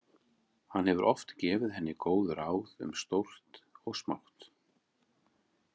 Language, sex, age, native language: Icelandic, male, 40-49, Icelandic